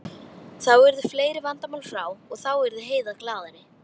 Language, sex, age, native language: Icelandic, female, 12, Icelandic